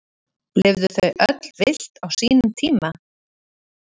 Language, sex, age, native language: Icelandic, female, 30-39, Icelandic